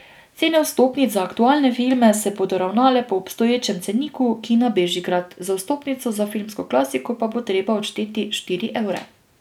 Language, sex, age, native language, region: Slovenian, female, 18-29, Slovenian, Drava region